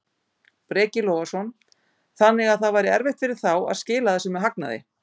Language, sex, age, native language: Icelandic, female, 50-59, Icelandic